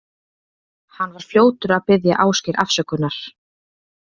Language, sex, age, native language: Icelandic, female, 20-29, Icelandic